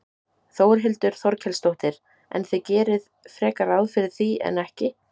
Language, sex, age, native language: Icelandic, female, 18-19, Icelandic